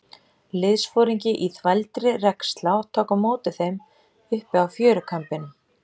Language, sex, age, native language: Icelandic, female, 30-39, Icelandic